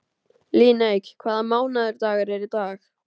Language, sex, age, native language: Icelandic, male, 12, Icelandic